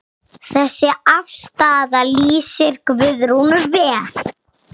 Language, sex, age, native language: Icelandic, female, 6, Icelandic